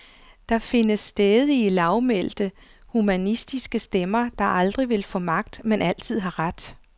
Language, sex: Danish, female